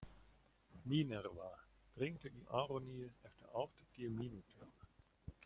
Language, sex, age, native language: Icelandic, male, 40-49, German